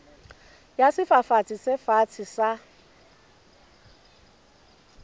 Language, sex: Southern Sotho, female